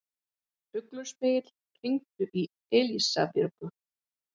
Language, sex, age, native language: Icelandic, female, 50-59, Icelandic